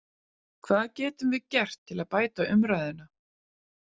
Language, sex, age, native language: Icelandic, female, 40-49, Icelandic